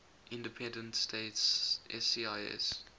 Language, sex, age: English, male, 20